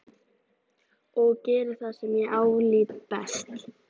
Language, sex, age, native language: Icelandic, female, 13, Icelandic